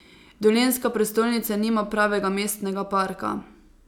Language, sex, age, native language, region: Slovenian, female, 18-29, Slovenian, Savinja region